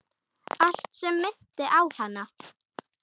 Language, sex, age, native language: Icelandic, female, 9, Icelandic